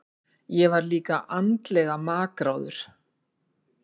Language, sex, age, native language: Icelandic, female, 50-59, Icelandic